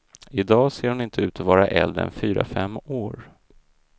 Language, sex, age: Swedish, male, 32